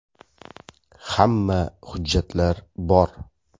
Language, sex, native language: Uzbek, male, Uzbek